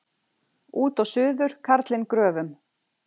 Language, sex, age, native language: Icelandic, female, 40-49, Icelandic